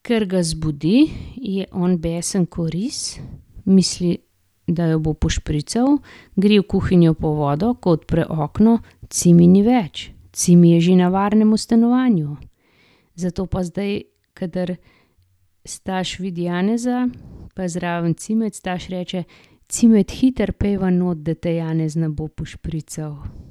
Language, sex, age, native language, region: Slovenian, female, 50-59, Slovenian, Gorenjska region